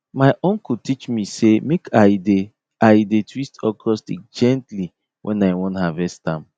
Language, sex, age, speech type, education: Nigerian Pidgin, male, 30-45, spontaneous, tertiary